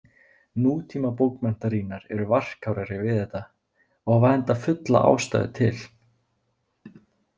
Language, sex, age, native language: Icelandic, male, 20-29, Icelandic